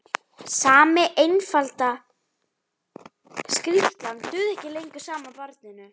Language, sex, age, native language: Icelandic, female, 11, Icelandic